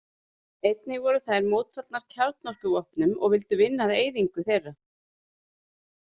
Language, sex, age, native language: Icelandic, female, 30-39, Icelandic